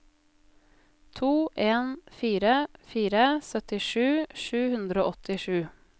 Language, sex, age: Norwegian, female, 20